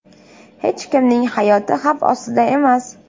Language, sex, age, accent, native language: Uzbek, female, 18-24, Namangan, Uzbek